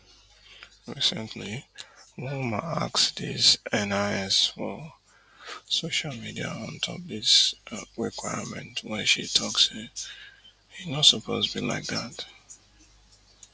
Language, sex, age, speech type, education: Nigerian Pidgin, male, 30-45, spontaneous, tertiary